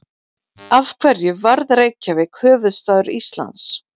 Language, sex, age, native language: Icelandic, female, 40-49, Icelandic